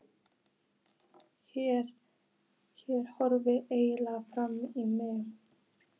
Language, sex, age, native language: Icelandic, female, 14, Icelandic